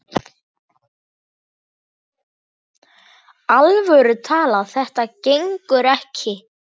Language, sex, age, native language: Icelandic, male, 8, Icelandic